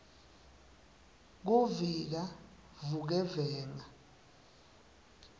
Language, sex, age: Swati, male, 19